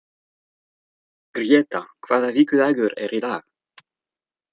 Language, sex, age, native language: Icelandic, male, 30-39, French